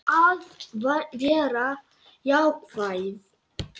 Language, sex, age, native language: Icelandic, male, 8, Lithuanian